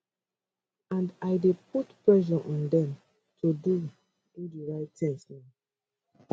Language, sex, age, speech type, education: Nigerian Pidgin, female, 30-45, spontaneous, tertiary